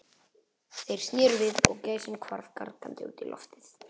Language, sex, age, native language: Icelandic, male, 11, Icelandic